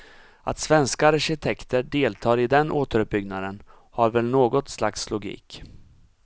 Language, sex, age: Swedish, male, 34